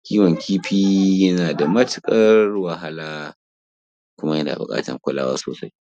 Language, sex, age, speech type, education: Hausa, male, 15-29, spontaneous, primary